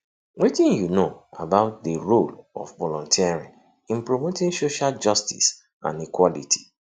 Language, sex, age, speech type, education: Nigerian Pidgin, male, 30-45, spontaneous, tertiary